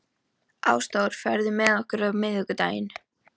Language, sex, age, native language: Icelandic, female, 13, Icelandic